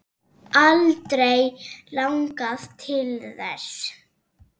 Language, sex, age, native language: Icelandic, female, 6, Icelandic